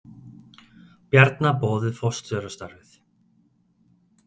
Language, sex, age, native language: Icelandic, male, 30-39, Icelandic